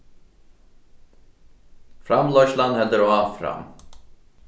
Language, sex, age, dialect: Faroese, male, 15-35, Norðurstreymoy/Eysturoy